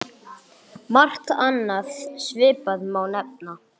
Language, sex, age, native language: Icelandic, male, 9, English